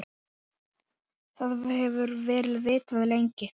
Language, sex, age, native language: Icelandic, male, 9, Icelandic